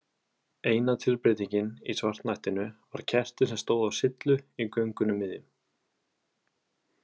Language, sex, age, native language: Icelandic, male, 20-29, Icelandic